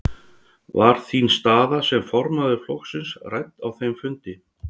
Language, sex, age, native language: Icelandic, male, 60-69, Icelandic